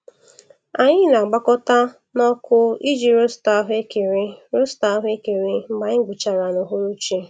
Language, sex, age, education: Igbo, female, 15-29, tertiary